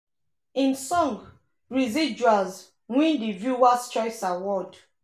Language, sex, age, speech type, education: Nigerian Pidgin, female, 30-45, spontaneous, tertiary